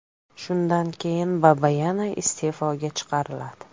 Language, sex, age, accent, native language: Uzbek, female, 25-34, Farg'ona, Uzbek